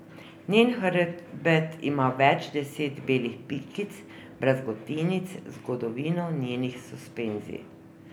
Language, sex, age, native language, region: Slovenian, female, 50-59, Slovenian, Drava region